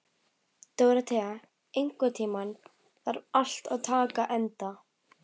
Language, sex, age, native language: Icelandic, female, 12, Icelandic